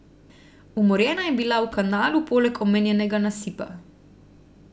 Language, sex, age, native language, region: Slovenian, female, 30-49, Slovenian, Central Slovenia